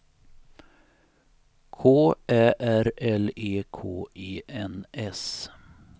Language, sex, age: Swedish, male, 59